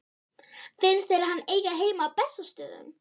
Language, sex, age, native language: Icelandic, female, 13, Icelandic